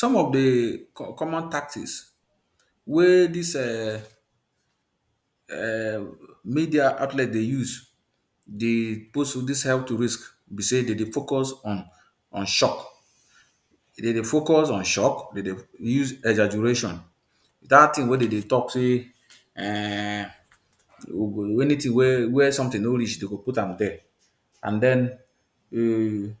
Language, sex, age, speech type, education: Nigerian Pidgin, male, 30-45, spontaneous, tertiary